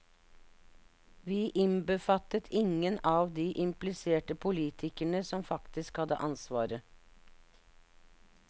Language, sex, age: Norwegian, female, 59